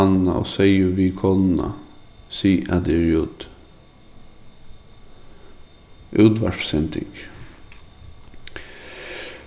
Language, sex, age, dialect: Faroese, male, 15-35, Suðurstreymoy